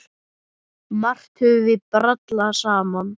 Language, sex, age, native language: Icelandic, male, 9, Icelandic